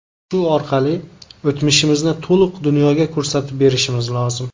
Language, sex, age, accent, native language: Uzbek, male, 19-29, Namangan, Uzbek